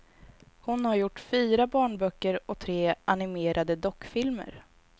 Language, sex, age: Swedish, female, 22